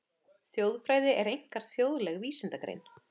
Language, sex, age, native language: Icelandic, female, 30-39, Icelandic